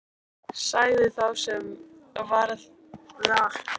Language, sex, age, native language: Icelandic, female, 18-19, Icelandic